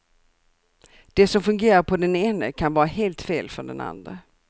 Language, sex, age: Swedish, female, 64